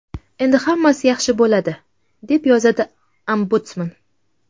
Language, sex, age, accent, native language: Uzbek, female, 25-34, Toshkent viloyati, Uzbek